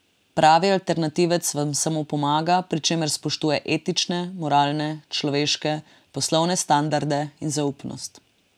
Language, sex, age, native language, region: Slovenian, female, 18-29, Slovenian, Drava region